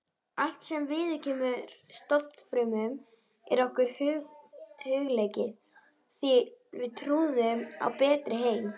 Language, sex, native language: Icelandic, female, Icelandic